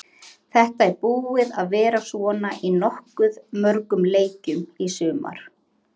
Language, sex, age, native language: Icelandic, female, 30-39, Icelandic